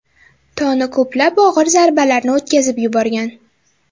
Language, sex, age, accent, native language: Uzbek, female, 12-17, Toshkent shahri, Uzbek